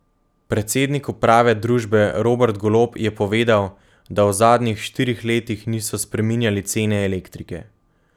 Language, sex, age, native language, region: Slovenian, male, 18-29, Slovenian, Gorenjska region